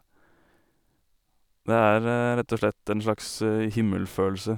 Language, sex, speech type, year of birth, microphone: Norwegian, male, spontaneous, 1989, Sennheiser